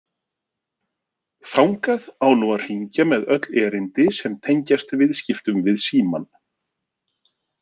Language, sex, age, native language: Icelandic, male, 40-49, Icelandic